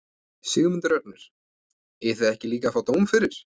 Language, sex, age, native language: Icelandic, male, 20-29, Icelandic